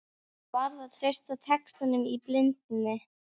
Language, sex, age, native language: Icelandic, female, 12, Icelandic